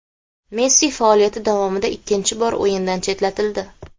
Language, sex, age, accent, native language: Uzbek, female, 18-24, Xorazm, Uzbek